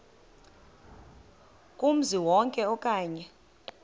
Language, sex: Xhosa, female